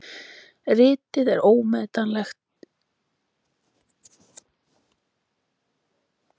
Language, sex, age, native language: Icelandic, female, 20-29, Icelandic